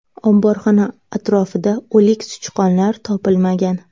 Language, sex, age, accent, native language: Uzbek, female, 18-24, Navoiy, Uzbek